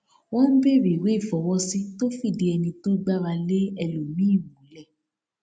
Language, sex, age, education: Yoruba, female, 15-29, tertiary